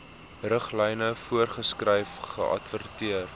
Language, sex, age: Afrikaans, male, 19